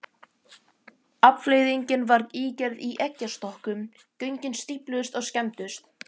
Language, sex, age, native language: Icelandic, male, 11, Icelandic